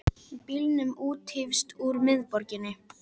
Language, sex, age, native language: Icelandic, female, 18-19, Icelandic